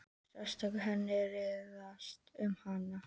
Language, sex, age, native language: Icelandic, female, 18-19, Icelandic